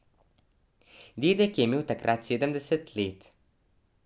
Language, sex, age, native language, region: Slovenian, male, 12-17, Slovenian, Drava region